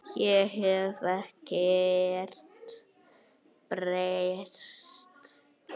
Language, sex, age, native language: Icelandic, female, 8, Icelandic